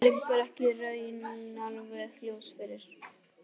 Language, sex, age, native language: Icelandic, male, 18-19, Icelandic